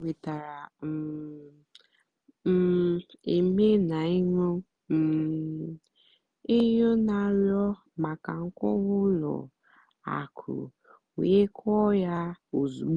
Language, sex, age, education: Igbo, female, 15-29, tertiary